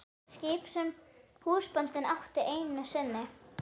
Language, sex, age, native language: Icelandic, female, 11, Icelandic